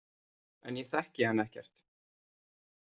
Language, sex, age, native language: Icelandic, male, 30-39, Icelandic